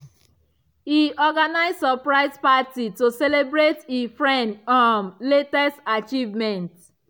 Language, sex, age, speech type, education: Nigerian Pidgin, female, 15-29, spontaneous, tertiary